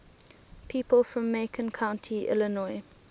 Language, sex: English, female